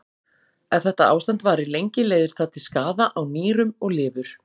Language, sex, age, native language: Icelandic, female, 40-49, Icelandic